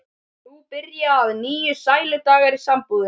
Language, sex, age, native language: Icelandic, other, 12, Icelandic